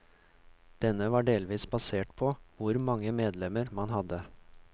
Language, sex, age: Norwegian, male, 39